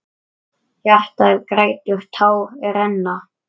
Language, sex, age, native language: Icelandic, male, 9, Icelandic